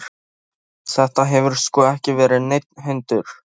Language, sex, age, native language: Icelandic, male, 13, Polish